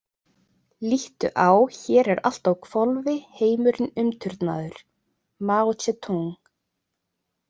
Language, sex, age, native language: Icelandic, female, 20-29, Icelandic